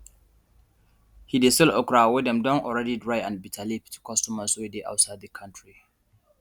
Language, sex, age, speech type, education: Nigerian Pidgin, male, 15-29, spontaneous, tertiary